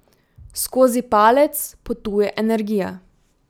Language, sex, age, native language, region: Slovenian, female, 18-29, Slovenian, Drava region